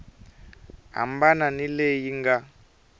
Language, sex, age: Tsonga, male, 23